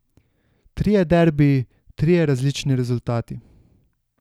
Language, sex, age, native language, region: Slovenian, male, 18-29, Slovenian, Savinja region